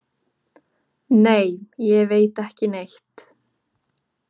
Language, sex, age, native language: Icelandic, female, 18-19, Icelandic